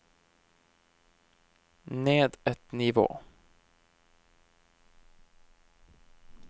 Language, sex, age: Norwegian, male, 23